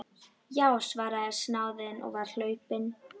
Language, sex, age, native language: Icelandic, female, 12, Icelandic